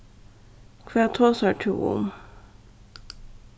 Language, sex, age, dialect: Faroese, female, 15-35, Suðurstreymoy